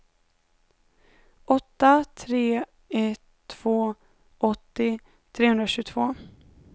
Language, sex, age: Swedish, female, 19